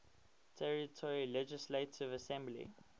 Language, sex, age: English, male, 19